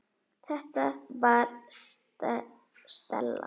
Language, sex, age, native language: Icelandic, female, 8, Icelandic